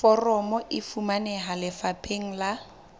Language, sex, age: Southern Sotho, female, 20